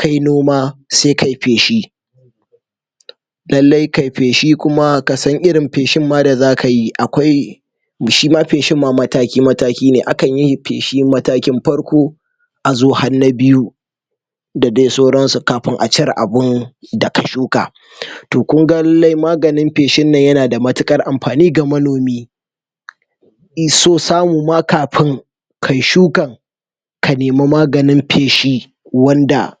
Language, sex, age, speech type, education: Hausa, male, 46-60, spontaneous, tertiary